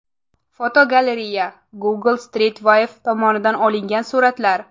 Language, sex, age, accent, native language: Uzbek, female, 18-24, Samarqand, Uzbek